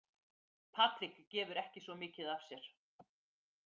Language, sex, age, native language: Icelandic, female, 50-59, Icelandic